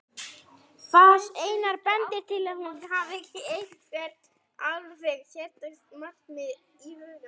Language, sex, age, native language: Icelandic, female, 60-69, Icelandic